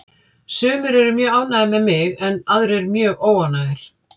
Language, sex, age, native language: Icelandic, female, 50-59, Icelandic